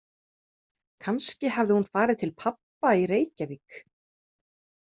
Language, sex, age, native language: Icelandic, female, 30-39, Icelandic